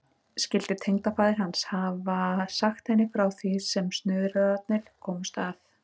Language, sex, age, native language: Icelandic, female, 30-39, Icelandic